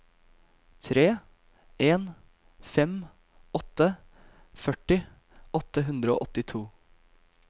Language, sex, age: Norwegian, male, 22